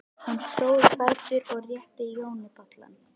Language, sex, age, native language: Icelandic, female, 11, Icelandic